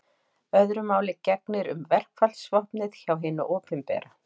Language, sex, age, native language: Icelandic, female, 40-49, Icelandic